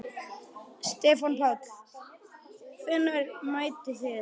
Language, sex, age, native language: Icelandic, male, 10, Icelandic